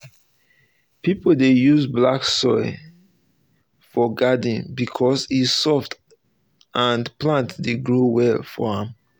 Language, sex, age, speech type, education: Nigerian Pidgin, male, 30-45, spontaneous, tertiary